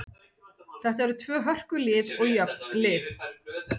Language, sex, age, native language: Icelandic, female, 40-49, Icelandic